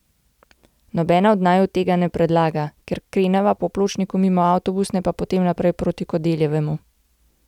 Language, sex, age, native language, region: Slovenian, female, 18-29, Slovenian, Gorenjska region